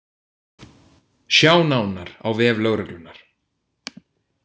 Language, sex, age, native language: Icelandic, male, 18-19, Icelandic